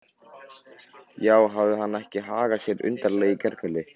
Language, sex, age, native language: Icelandic, male, 13, Icelandic